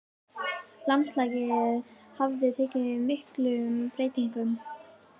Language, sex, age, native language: Icelandic, female, 18-19, Icelandic